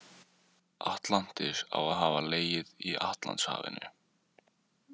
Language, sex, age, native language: Icelandic, male, 18-19, Icelandic